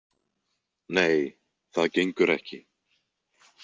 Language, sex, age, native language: Icelandic, male, 20-29, Icelandic